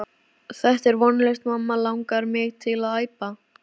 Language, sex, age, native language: Icelandic, female, 13, Icelandic